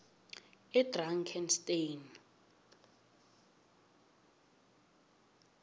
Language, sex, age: South Ndebele, female, 18